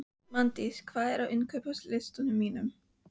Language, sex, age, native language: Icelandic, female, 15, Icelandic